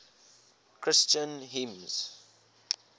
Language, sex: English, male